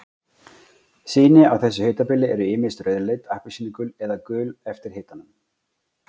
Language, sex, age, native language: Icelandic, male, 40-49, Icelandic